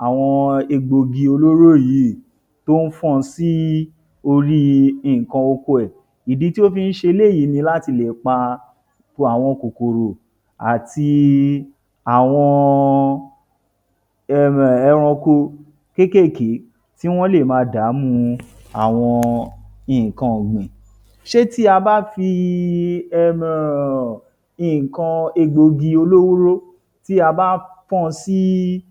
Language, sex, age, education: Yoruba, male, 30-45, tertiary